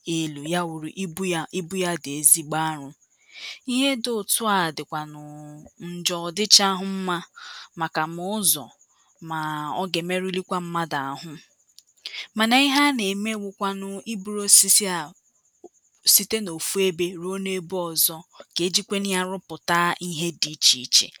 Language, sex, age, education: Igbo, female, 15-29, tertiary